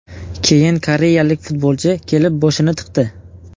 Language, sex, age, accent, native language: Uzbek, male, 18-24, Buxoro, Uzbek